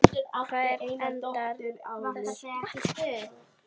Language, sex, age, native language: Icelandic, female, 10, Icelandic